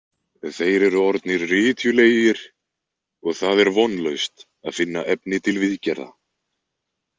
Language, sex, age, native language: Icelandic, male, 20-29, Icelandic